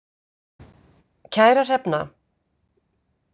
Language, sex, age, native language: Icelandic, female, 50-59, Icelandic